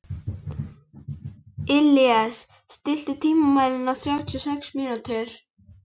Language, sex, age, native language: Icelandic, female, 11, Icelandic